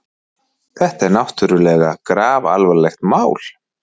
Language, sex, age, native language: Icelandic, male, 40-49, Icelandic